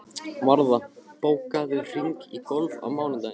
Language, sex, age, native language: Icelandic, male, 15, Icelandic